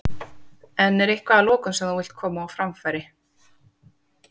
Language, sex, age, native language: Icelandic, female, 30-39, Icelandic